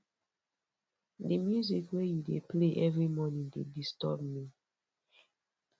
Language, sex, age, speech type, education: Nigerian Pidgin, female, 15-29, spontaneous, tertiary